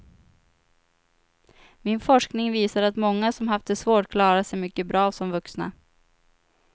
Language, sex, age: Swedish, female, 25